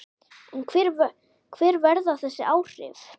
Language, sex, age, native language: Icelandic, male, 10, Icelandic